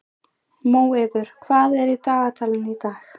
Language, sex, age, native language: Icelandic, female, 20-29, Icelandic